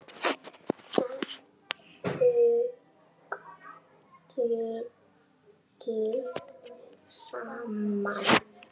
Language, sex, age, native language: Icelandic, female, 7, Icelandic